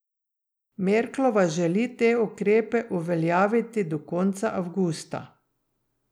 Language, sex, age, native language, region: Slovenian, female, 60+, Slovenian, Drava region